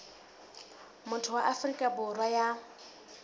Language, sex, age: Southern Sotho, female, 19